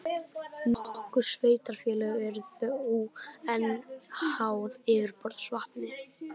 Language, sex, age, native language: Icelandic, male, 18-19, Icelandic